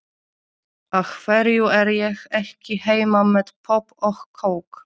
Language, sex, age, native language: Icelandic, female, 30-39, Polish